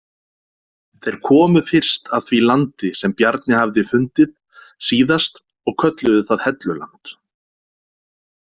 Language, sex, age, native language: Icelandic, male, 40-49, Icelandic